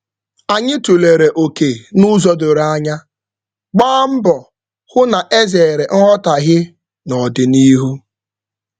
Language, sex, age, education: Igbo, male, 15-29, tertiary